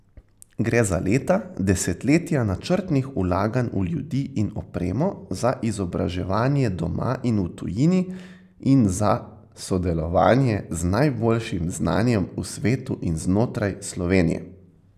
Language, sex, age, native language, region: Slovenian, male, 18-29, Slovenian, Central Slovenia